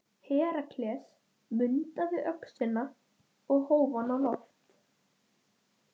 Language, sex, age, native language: Icelandic, male, 10, Icelandic